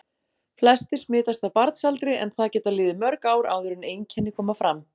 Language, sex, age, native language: Icelandic, female, 40-49, Icelandic